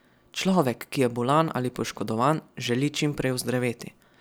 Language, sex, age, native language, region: Slovenian, male, 12-17, Slovenian, Savinja region